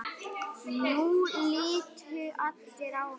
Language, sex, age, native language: Icelandic, male, 10, Icelandic